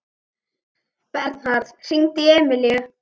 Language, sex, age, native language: Icelandic, female, 11, Icelandic